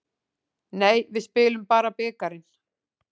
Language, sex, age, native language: Icelandic, female, 40-49, Icelandic